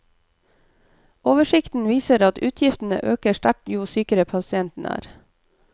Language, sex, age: Norwegian, female, 29